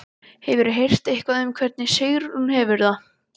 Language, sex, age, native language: Icelandic, male, 12, Icelandic